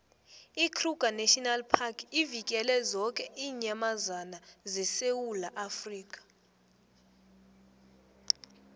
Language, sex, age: South Ndebele, female, 20